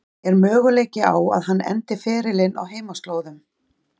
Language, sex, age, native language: Icelandic, female, 40-49, Icelandic